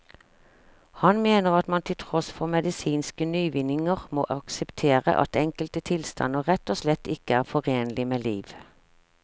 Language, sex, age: Norwegian, female, 46